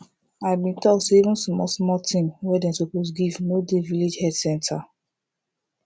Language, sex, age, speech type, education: Nigerian Pidgin, female, 15-29, spontaneous, tertiary